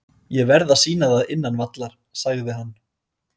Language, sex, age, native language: Icelandic, male, 30-39, Icelandic